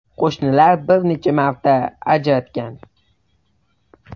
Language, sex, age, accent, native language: Uzbek, male, 18-24, Toshkent shahri, Uzbek